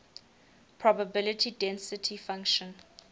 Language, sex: English, female